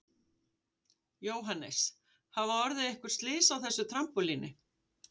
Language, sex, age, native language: Icelandic, female, 50-59, Icelandic